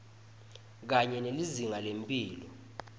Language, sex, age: Swati, male, 20